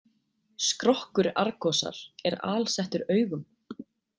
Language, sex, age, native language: Icelandic, female, 20-29, Icelandic